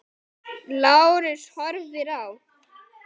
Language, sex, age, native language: Icelandic, male, 10, Icelandic